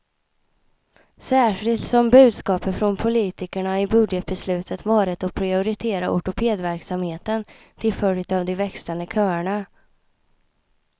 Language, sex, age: Swedish, female, 26